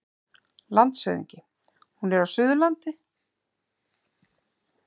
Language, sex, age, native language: Icelandic, female, 50-59, Icelandic